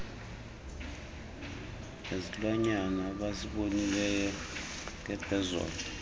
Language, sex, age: Xhosa, male, 38